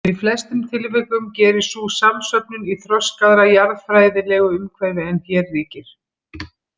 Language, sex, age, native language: Icelandic, female, 50-59, Icelandic